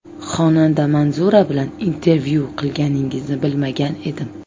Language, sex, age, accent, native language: Uzbek, female, 25-34, Toshkent viloyati, Uzbek